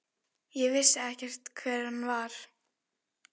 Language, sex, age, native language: Icelandic, female, 11, Icelandic